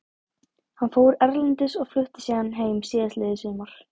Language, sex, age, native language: Icelandic, female, 18-19, Icelandic